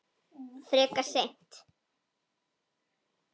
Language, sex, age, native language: Icelandic, female, 9, Icelandic